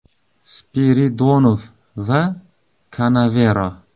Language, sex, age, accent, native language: Uzbek, male, 35+, Samarqand, Uzbek